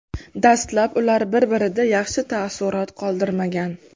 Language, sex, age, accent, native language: Uzbek, female, 19-29, Qashqadaryo, Uzbek